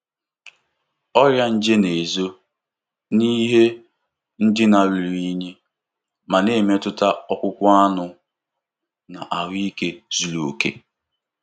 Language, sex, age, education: Igbo, male, 15-29, tertiary